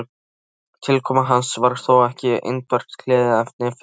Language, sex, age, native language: Icelandic, male, 13, Polish